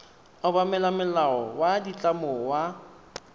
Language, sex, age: Tswana, male, 23